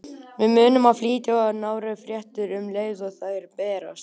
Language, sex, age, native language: Icelandic, male, 18-19, Icelandic